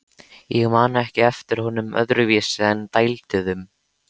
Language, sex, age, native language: Icelandic, male, 13, Icelandic